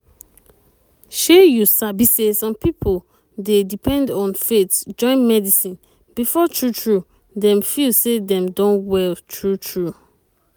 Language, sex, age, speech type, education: Nigerian Pidgin, female, 30-45, spontaneous, tertiary